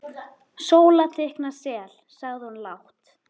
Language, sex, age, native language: Icelandic, female, 13, Icelandic